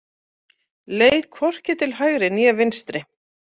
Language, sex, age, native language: Icelandic, female, 40-49, Icelandic